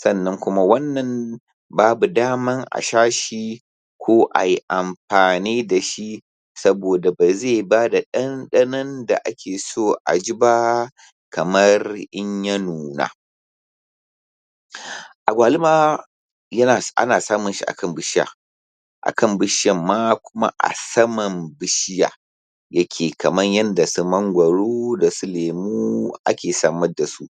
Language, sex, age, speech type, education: Hausa, male, 15-29, spontaneous, primary